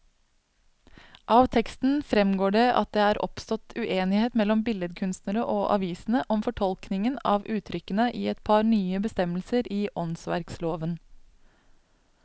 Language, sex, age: Norwegian, female, 27